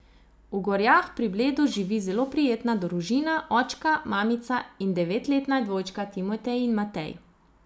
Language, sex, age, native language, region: Slovenian, female, 30-49, Slovenian, Zasavska region